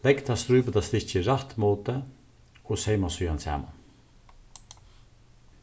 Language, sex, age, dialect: Faroese, male, 36-60, Suðurstreymoy